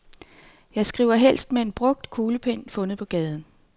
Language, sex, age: Danish, female, 39